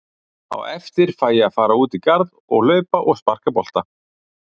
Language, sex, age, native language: Icelandic, male, 40-49, Icelandic